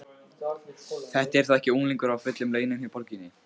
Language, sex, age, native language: Icelandic, male, 15, Icelandic